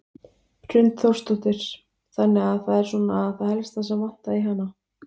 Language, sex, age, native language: Icelandic, female, 20-29, Icelandic